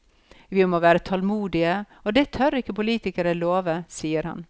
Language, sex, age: Norwegian, female, 54